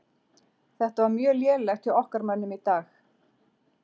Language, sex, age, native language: Icelandic, female, 40-49, Icelandic